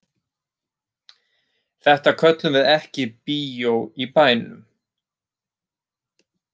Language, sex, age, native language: Icelandic, male, 30-39, Icelandic